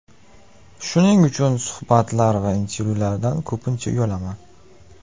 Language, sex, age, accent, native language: Uzbek, male, 18-24, Namangan, Uzbek